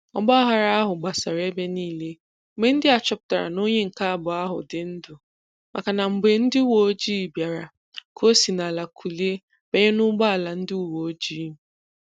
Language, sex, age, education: Igbo, female, 15-29, tertiary